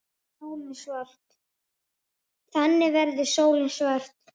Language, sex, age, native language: Icelandic, male, 8, Icelandic